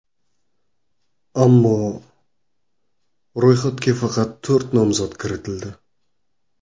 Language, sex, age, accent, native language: Uzbek, male, 18-24, Qoraqalpog'iston, Karakalpak